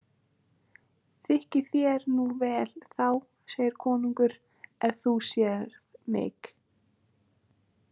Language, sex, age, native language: Icelandic, female, 20-29, Icelandic